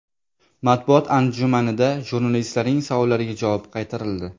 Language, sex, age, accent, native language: Uzbek, male, 18-24, Jizzax, Uzbek